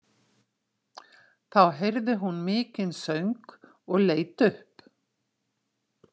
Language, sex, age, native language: Icelandic, female, 60-69, Icelandic